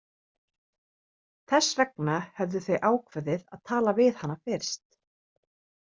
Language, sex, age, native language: Icelandic, female, 30-39, Icelandic